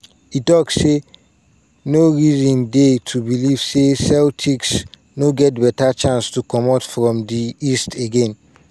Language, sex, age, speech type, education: Nigerian Pidgin, male, 15-29, spontaneous, tertiary